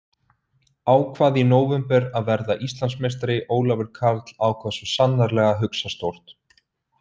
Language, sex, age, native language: Icelandic, male, 30-39, Icelandic